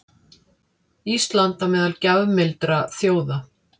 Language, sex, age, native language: Icelandic, female, 50-59, Icelandic